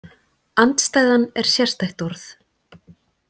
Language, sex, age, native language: Icelandic, female, 40-49, Icelandic